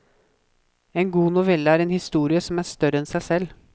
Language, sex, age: Norwegian, male, 24